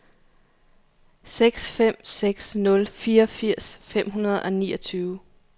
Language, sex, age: Danish, female, 34